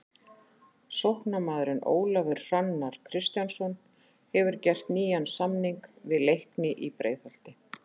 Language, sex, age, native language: Icelandic, female, 40-49, Icelandic